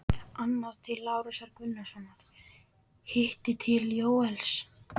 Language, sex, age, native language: Icelandic, male, 12, Icelandic